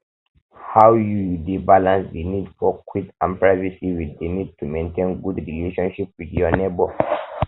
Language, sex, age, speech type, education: Nigerian Pidgin, male, 15-29, spontaneous, tertiary